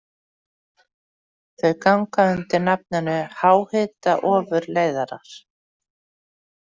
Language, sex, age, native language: Icelandic, female, 40-49, Icelandic